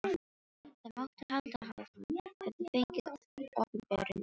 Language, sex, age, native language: Icelandic, female, 18-19, Filipino